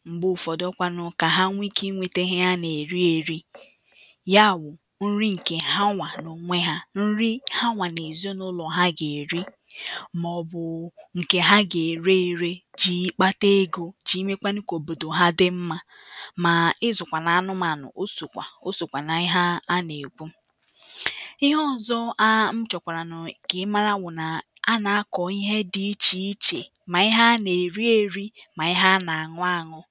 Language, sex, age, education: Igbo, female, 15-29, tertiary